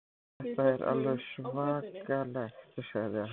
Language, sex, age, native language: Icelandic, male, 14, Icelandic